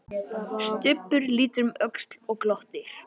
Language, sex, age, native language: Icelandic, male, 11, Icelandic